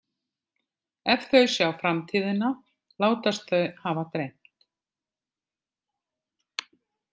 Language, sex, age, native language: Icelandic, female, 50-59, Icelandic